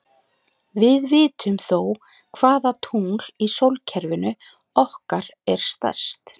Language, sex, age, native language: Icelandic, female, 40-49, Icelandic